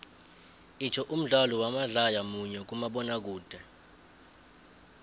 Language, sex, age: South Ndebele, male, 20